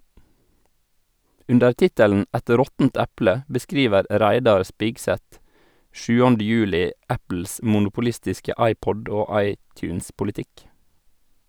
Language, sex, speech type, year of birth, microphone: Norwegian, male, read, 1986, Sennheiser